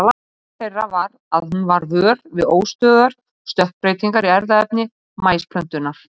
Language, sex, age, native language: Icelandic, female, 30-39, Icelandic